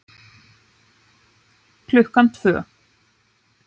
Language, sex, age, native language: Icelandic, female, 9, Icelandic